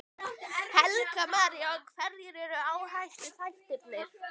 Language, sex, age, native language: Icelandic, female, 12, Icelandic